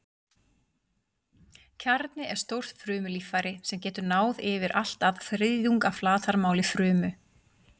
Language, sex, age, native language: Icelandic, female, 40-49, Icelandic